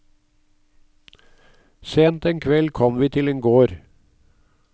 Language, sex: Norwegian, male